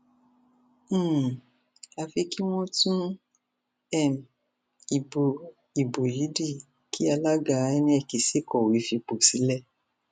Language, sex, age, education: Yoruba, female, 46-60, tertiary